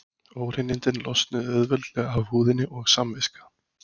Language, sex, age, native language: Icelandic, male, 20-29, Icelandic